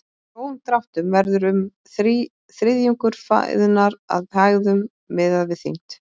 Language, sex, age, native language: Icelandic, female, 20-29, Icelandic